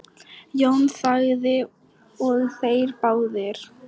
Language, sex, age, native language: Icelandic, female, 10, Polish